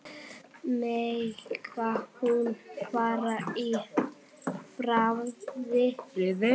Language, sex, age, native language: Icelandic, male, 7, Icelandic